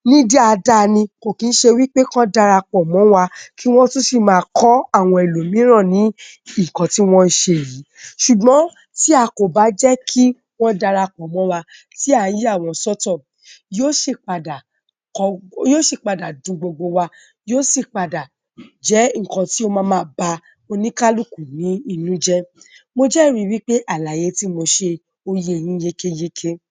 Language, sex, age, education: Yoruba, female, 15-29, tertiary